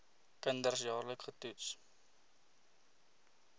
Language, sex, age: Afrikaans, male, 20